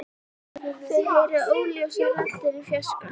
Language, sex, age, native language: Icelandic, female, 11, Icelandic